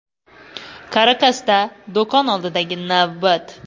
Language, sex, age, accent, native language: Uzbek, female, 18-24, Qoraqalpog'iston, Uzbek